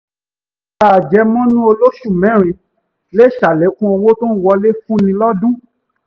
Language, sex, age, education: Yoruba, male, 15-29, tertiary